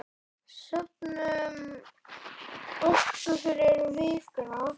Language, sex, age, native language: Icelandic, male, 10, Icelandic